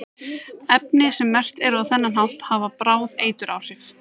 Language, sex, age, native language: Icelandic, female, 30-39, Icelandic